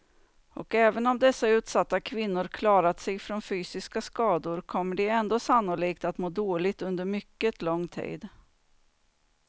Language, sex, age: Swedish, female, 49